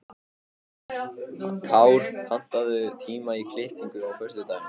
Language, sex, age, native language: Icelandic, male, 15, Icelandic